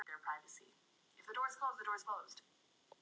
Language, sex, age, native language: Icelandic, female, 9, Icelandic